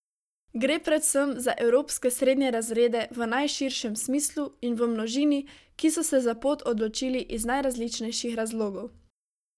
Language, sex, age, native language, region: Slovenian, female, 18-29, Slovenian, Savinja region